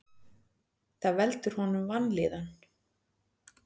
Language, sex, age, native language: Icelandic, female, 40-49, Icelandic